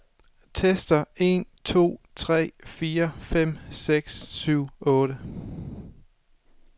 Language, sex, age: Danish, male, 24